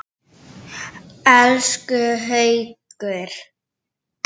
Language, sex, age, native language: Icelandic, female, 7, Icelandic